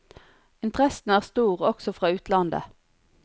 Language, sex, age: Norwegian, female, 40